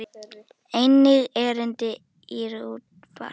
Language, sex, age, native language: Icelandic, female, 10, Icelandic